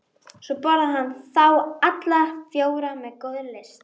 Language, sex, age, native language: Icelandic, female, 12, Icelandic